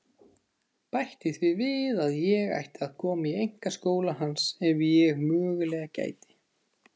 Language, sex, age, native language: Icelandic, male, 30-39, Icelandic